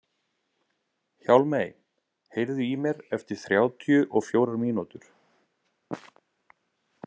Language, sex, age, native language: Icelandic, male, 30-39, Icelandic